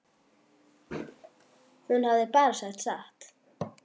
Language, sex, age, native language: Icelandic, female, 10, Icelandic